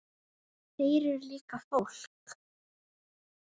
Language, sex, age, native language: Icelandic, female, 9, Icelandic